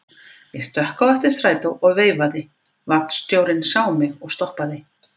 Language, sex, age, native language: Icelandic, female, 50-59, Icelandic